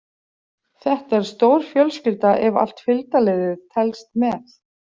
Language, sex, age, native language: Icelandic, female, 40-49, Icelandic